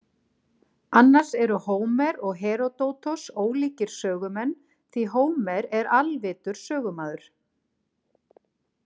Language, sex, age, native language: Icelandic, female, 40-49, Icelandic